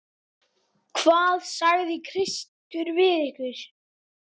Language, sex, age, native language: Icelandic, male, 8, Icelandic